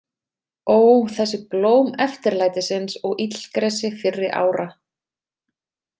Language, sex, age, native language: Icelandic, female, 30-39, Icelandic